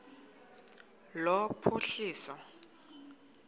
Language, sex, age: Xhosa, female, 22